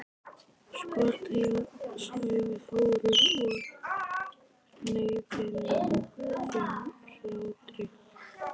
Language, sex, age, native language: Icelandic, female, 11, Icelandic